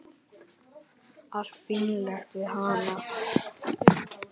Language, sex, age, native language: Icelandic, male, 9, Icelandic